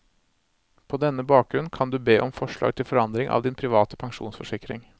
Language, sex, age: Norwegian, male, 26